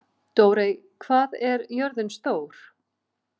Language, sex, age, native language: Icelandic, female, 50-59, Icelandic